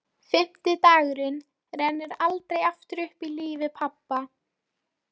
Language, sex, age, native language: Icelandic, female, 13, Polish